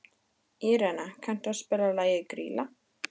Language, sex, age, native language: Icelandic, female, 13, Icelandic